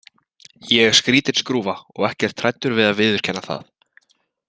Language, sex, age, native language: Icelandic, male, 20-29, Icelandic